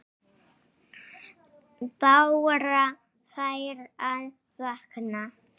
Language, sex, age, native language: Icelandic, female, 7, Icelandic